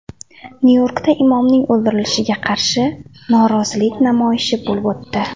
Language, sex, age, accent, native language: Uzbek, female, 18-24, Andijon, Uzbek